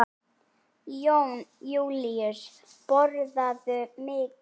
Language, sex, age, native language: Icelandic, female, 8, Icelandic